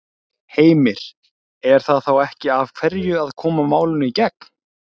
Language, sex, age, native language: Icelandic, male, 20-29, Icelandic